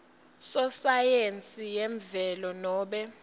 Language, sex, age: Swati, female, 19